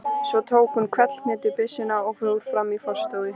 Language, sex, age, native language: Icelandic, female, 13, Icelandic